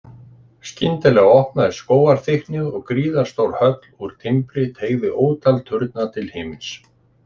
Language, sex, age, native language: Icelandic, male, 60-69, Icelandic